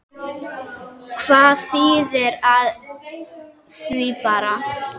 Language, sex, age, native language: Icelandic, female, 10, Icelandic